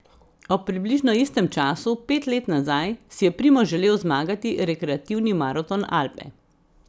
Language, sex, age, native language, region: Slovenian, female, 50-59, Slovenian, Central Slovenia